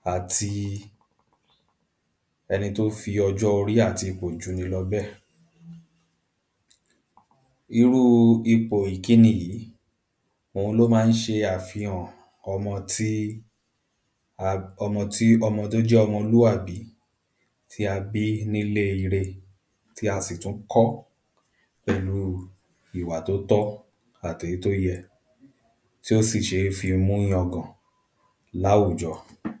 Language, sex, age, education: Yoruba, male, 15-29, primary